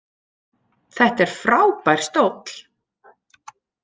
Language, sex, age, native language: Icelandic, female, 40-49, Icelandic